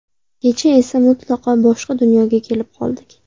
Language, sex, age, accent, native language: Uzbek, female, 18-24, Namangan, Uzbek